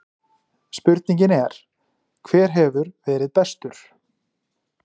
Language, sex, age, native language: Icelandic, male, 40-49, Icelandic